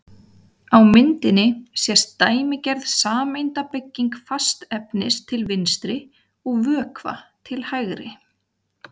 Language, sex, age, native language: Icelandic, female, 30-39, Icelandic